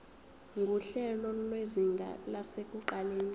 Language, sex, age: Zulu, female, 23